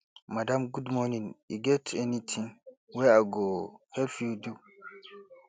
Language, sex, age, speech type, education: Nigerian Pidgin, male, 15-29, spontaneous, tertiary